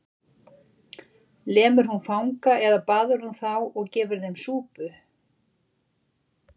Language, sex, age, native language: Icelandic, female, 60-69, Icelandic